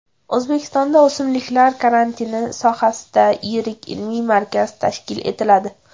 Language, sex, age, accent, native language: Uzbek, female, 18-24, Toshkent viloyati, Uzbek